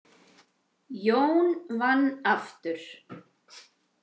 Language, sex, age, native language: Icelandic, female, 40-49, Icelandic